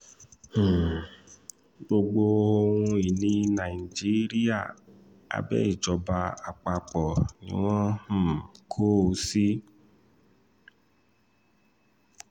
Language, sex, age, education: Yoruba, male, 15-29, tertiary